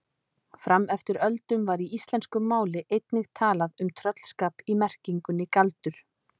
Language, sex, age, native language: Icelandic, female, 30-39, Icelandic